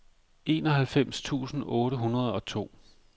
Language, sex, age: Danish, male, 45